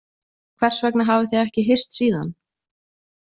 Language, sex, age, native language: Icelandic, female, 20-29, Icelandic